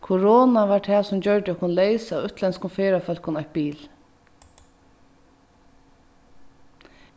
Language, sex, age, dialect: Faroese, female, 15-35, Vágar